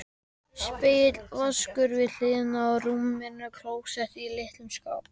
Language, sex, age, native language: Icelandic, male, 12, Icelandic